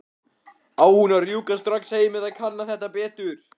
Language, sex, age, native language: Icelandic, male, 14, Icelandic